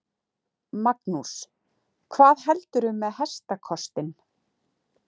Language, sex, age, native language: Icelandic, female, 40-49, Icelandic